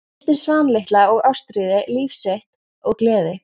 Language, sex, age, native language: Icelandic, female, 14, Icelandic